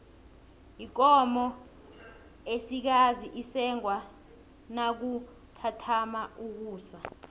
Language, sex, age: South Ndebele, female, 20